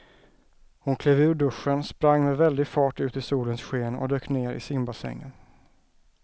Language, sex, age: Swedish, male, 34